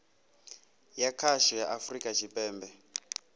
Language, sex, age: Venda, male, 27